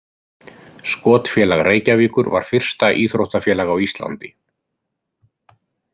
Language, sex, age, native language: Icelandic, male, 50-59, Icelandic